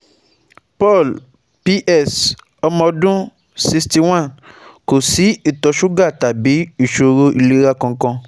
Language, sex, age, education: Yoruba, male, 15-29, tertiary